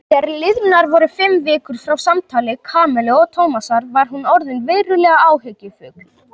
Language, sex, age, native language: Icelandic, male, 18-19, Icelandic